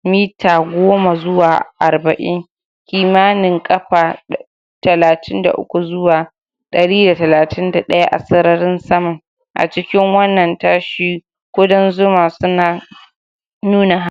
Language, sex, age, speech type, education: Hausa, female, 46-60, spontaneous, tertiary